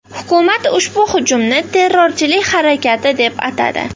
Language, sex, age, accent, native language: Uzbek, female, 18-24, Namangan, Uzbek